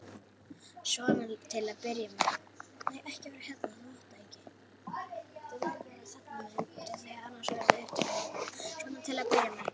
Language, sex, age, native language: Icelandic, female, 8, Icelandic